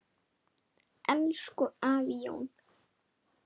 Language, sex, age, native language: Icelandic, male, 8, Icelandic